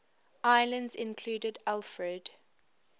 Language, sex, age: English, female, 23